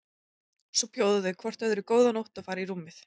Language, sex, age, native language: Icelandic, female, 20-29, Icelandic